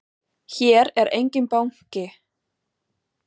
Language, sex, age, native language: Icelandic, female, 20-29, German